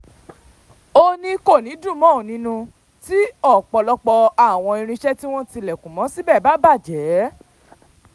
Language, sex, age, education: Yoruba, female, 15-29, tertiary